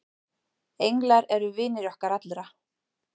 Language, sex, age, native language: Icelandic, female, 40-49, Icelandic